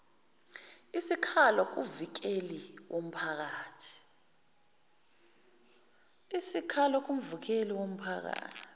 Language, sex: Zulu, female